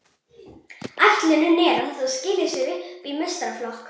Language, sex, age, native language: Icelandic, female, 40-49, Icelandic